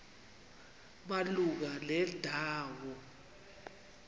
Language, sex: Xhosa, female